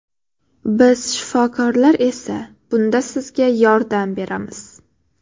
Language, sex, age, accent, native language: Uzbek, female, 18-24, Sirdaryo, Uzbek